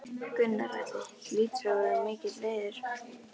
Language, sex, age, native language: Icelandic, other, 11, Icelandic